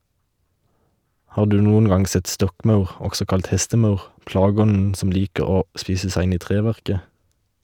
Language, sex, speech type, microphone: Norwegian, male, read, Shure